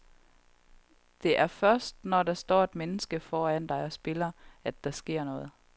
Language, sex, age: Danish, female, 31